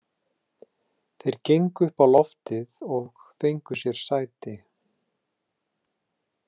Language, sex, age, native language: Icelandic, male, 30-39, Icelandic